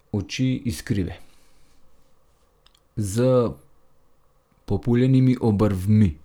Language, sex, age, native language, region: Slovenian, male, 30-49, Slovenian, Gorenjska region